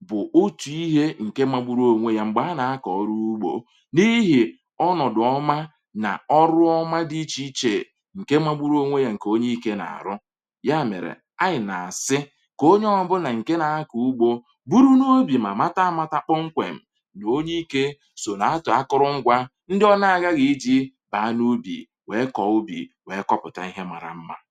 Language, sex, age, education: Igbo, male, 30-45, tertiary